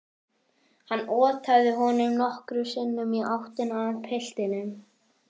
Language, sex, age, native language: Icelandic, male, 11, Icelandic